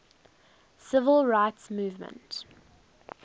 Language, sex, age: English, female, 19